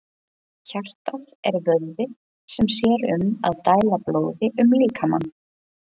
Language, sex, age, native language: Icelandic, female, 20-29, Icelandic